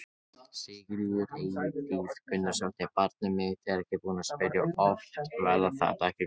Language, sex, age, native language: Icelandic, male, 18-19, Icelandic